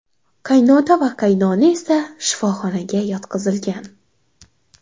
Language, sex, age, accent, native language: Uzbek, female, 12-17, Xorazm, Uzbek